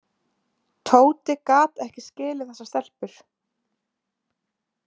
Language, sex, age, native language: Icelandic, female, 20-29, Icelandic